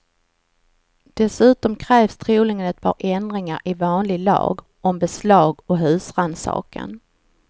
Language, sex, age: Swedish, female, 49